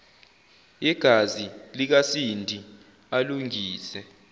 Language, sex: Zulu, male